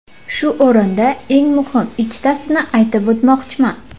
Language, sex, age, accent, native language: Uzbek, female, 18-24, Farg'ona, Uzbek